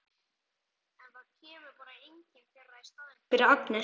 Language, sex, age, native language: Icelandic, male, 11, Icelandic